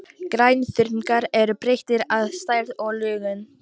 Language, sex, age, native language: Icelandic, female, 18-19, Icelandic